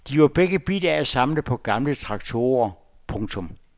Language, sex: Danish, male